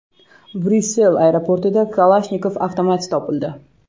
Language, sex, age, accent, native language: Uzbek, female, 18-24, Toshkent shahri, Uzbek